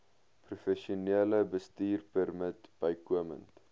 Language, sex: Afrikaans, male